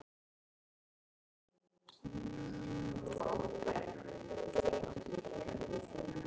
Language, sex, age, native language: Icelandic, male, 13, Icelandic